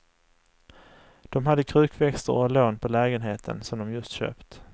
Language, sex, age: Swedish, male, 35